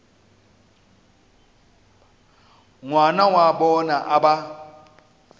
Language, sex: Northern Sotho, male